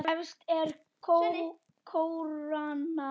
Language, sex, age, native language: Icelandic, female, 9, Icelandic